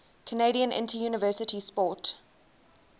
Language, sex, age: English, female, 19